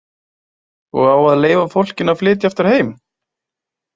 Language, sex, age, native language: Icelandic, male, 20-29, Icelandic